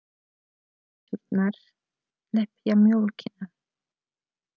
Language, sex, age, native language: Icelandic, female, 30-39, Polish